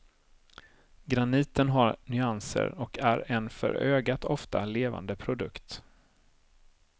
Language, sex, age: Swedish, male, 30